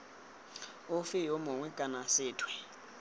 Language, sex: Tswana, male